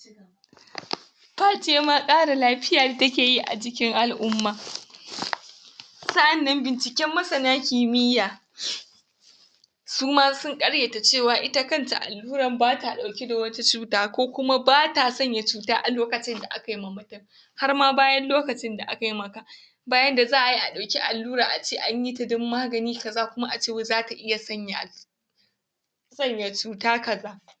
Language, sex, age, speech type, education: Hausa, female, 15-29, spontaneous, tertiary